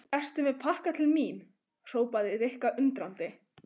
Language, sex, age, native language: Icelandic, female, 15, Icelandic